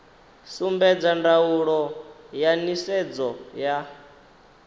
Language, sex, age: Venda, male, 19